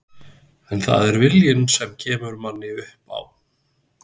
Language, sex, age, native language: Icelandic, male, 40-49, Icelandic